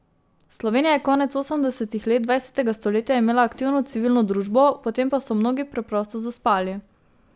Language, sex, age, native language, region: Slovenian, female, 18-29, Slovenian, Savinja region